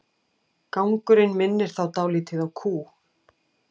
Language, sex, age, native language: Icelandic, female, 18-19, Icelandic